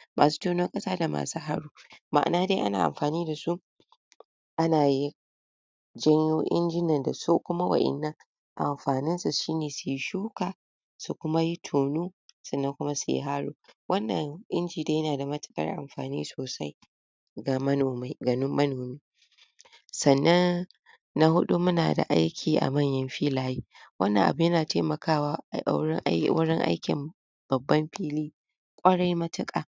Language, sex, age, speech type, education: Hausa, female, 46-60, spontaneous, tertiary